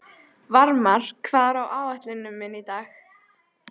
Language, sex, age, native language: Icelandic, female, 13, Icelandic